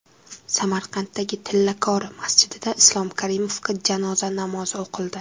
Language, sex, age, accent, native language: Uzbek, female, under 19, Jizzax, Uzbek